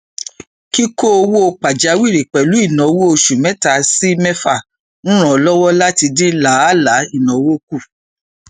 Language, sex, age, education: Yoruba, female, 46-60, tertiary